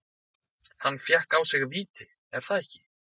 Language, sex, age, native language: Icelandic, male, 20-29, Icelandic